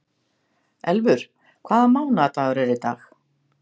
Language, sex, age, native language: Icelandic, female, 60-69, Icelandic